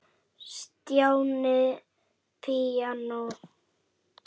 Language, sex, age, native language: Icelandic, male, 8, Icelandic